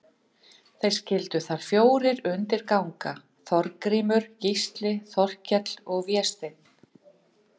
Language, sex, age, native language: Icelandic, female, 50-59, Icelandic